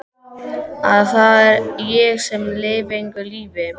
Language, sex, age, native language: Icelandic, male, 12, Icelandic